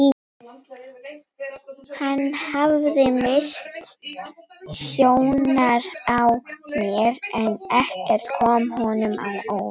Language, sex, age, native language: Icelandic, female, 40-49, Icelandic